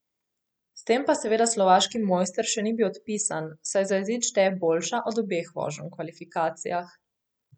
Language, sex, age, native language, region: Slovenian, female, 18-29, Slovenian, Coastal Karst region